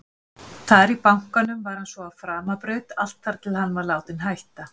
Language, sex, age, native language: Icelandic, female, 50-59, Icelandic